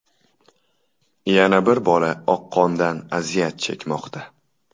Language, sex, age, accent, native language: Uzbek, male, 18-24, Toshkent shahri, Uzbek